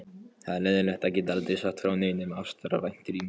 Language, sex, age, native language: Icelandic, male, 13, Polish